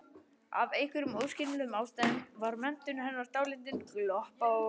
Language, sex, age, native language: Icelandic, male, 11, Icelandic